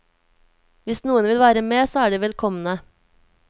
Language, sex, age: Norwegian, female, 24